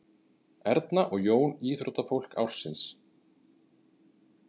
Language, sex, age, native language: Icelandic, male, 30-39, Icelandic